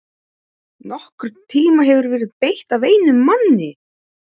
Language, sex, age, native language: Icelandic, male, 12, Polish